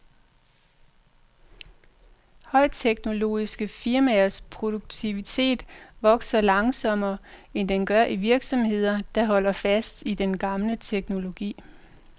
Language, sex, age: Danish, female, 45